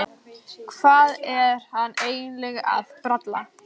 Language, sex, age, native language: Icelandic, female, 14, Icelandic